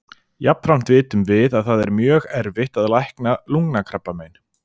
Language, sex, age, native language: Icelandic, male, 40-49, Icelandic